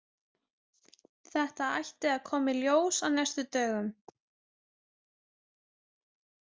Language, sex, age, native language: Icelandic, female, 20-29, Icelandic